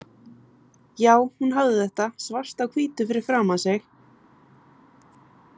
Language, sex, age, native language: Icelandic, female, 20-29, Icelandic